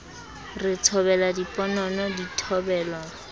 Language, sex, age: Southern Sotho, female, 22